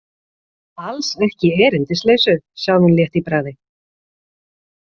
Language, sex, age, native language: Icelandic, female, 40-49, Icelandic